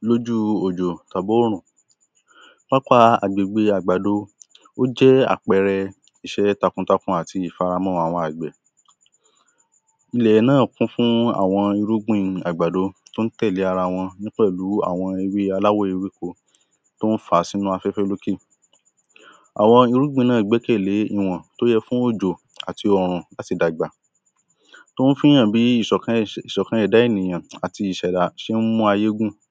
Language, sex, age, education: Yoruba, male, 15-29, primary